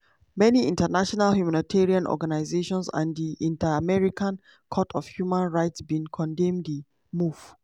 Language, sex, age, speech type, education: Nigerian Pidgin, female, 30-45, spontaneous, tertiary